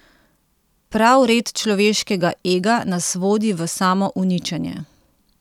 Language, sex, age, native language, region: Slovenian, female, 30-49, Slovenian, Central Slovenia